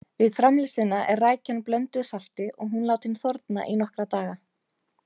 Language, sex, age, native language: Icelandic, female, 30-39, Icelandic